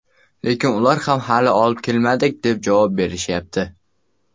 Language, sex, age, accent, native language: Uzbek, male, under 19, Samarqand, Uzbek